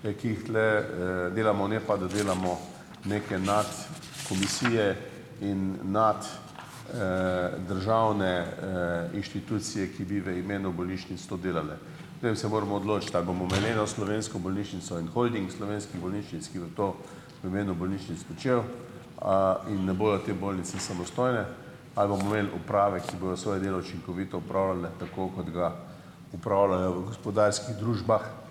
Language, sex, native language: Slovenian, male, Slovenian